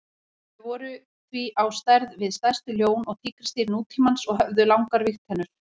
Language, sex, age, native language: Icelandic, female, 40-49, Icelandic